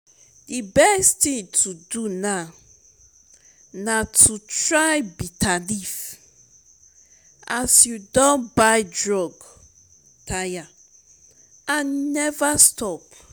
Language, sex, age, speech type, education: Nigerian Pidgin, female, 30-45, spontaneous, tertiary